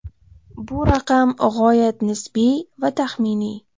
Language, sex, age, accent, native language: Uzbek, female, 12-17, Toshkent viloyati, Uzbek